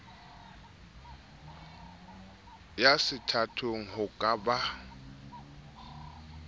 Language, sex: Southern Sotho, male